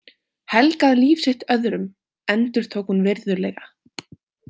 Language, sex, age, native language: Icelandic, female, 18-19, Icelandic